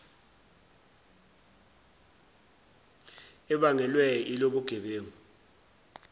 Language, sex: Zulu, male